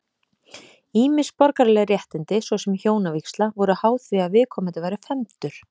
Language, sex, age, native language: Icelandic, female, 30-39, Icelandic